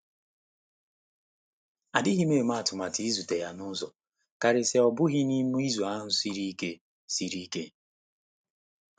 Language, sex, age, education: Igbo, male, 30-45, tertiary